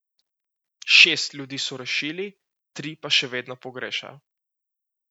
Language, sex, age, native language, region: Slovenian, male, 18-29, Slovenian, Central Slovenia